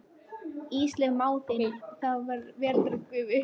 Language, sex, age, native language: Icelandic, female, 13, Icelandic